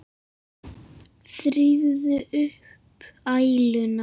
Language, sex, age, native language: Icelandic, female, 7, Icelandic